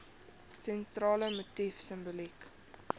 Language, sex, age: Afrikaans, female, 21